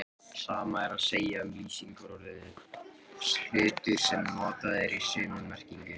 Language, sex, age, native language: Icelandic, male, 18-19, Icelandic